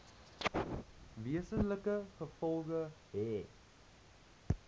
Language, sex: Afrikaans, male